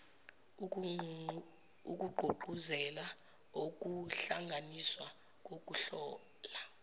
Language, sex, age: Zulu, female, 17